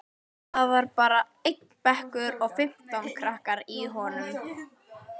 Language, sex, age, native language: Icelandic, female, 12, Icelandic